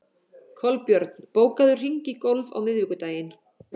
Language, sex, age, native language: Icelandic, female, 40-49, Icelandic